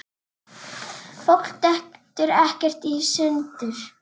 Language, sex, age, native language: Icelandic, female, 8, Icelandic